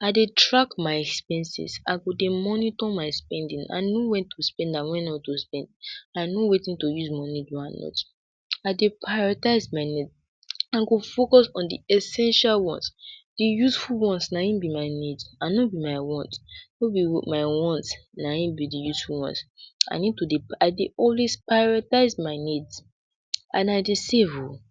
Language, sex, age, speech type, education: Nigerian Pidgin, male, 46-60, spontaneous, secondary